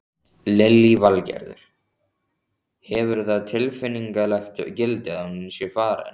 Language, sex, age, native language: Icelandic, male, 14, Icelandic